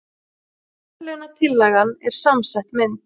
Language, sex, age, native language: Icelandic, female, 30-39, Icelandic